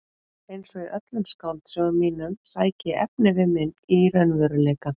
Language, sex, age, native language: Icelandic, female, 40-49, Icelandic